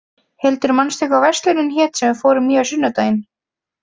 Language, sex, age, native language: Icelandic, female, 20-29, Icelandic